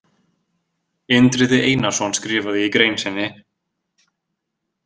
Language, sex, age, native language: Icelandic, male, 20-29, Icelandic